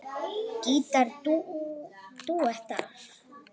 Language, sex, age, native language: Icelandic, female, 8, Icelandic